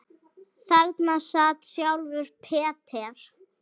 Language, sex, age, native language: Icelandic, female, 7, Icelandic